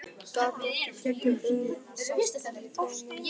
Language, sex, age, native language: Icelandic, male, 11, Icelandic